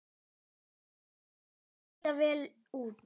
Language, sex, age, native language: Icelandic, male, 10, Icelandic